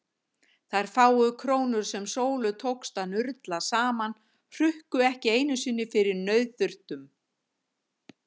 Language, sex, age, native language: Icelandic, female, 50-59, Icelandic